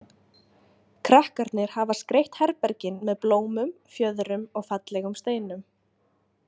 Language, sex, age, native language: Icelandic, female, 20-29, Icelandic